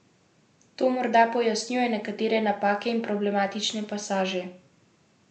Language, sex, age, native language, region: Slovenian, female, 18-29, Slovenian, Central Slovenia